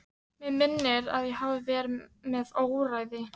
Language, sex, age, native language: Icelandic, female, 13, Icelandic